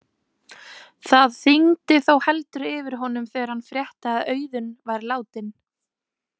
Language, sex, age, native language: Icelandic, female, 20-29, Icelandic